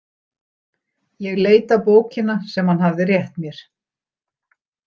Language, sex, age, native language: Icelandic, female, 60-69, Icelandic